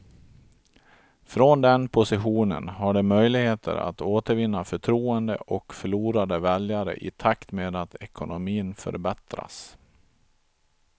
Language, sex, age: Swedish, male, 42